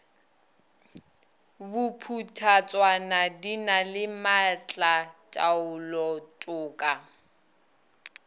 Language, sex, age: Northern Sotho, female, 22